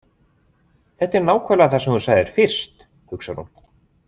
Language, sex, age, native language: Icelandic, male, 20-29, Icelandic